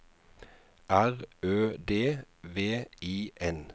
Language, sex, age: Norwegian, male, 49